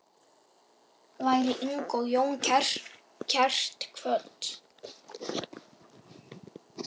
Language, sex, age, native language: Icelandic, male, 8, Icelandic